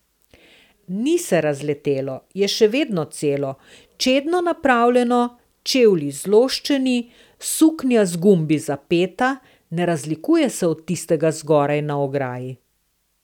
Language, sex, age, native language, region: Slovenian, female, 60+, Slovenian, Southeast Slovenia